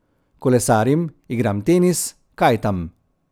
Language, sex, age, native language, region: Slovenian, male, 30-49, Slovenian, Central Slovenia